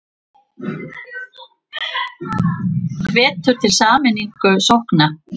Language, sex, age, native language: Icelandic, female, 50-59, Icelandic